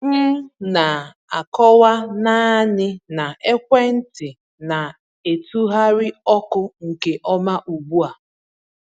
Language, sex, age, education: Igbo, female, 15-29, tertiary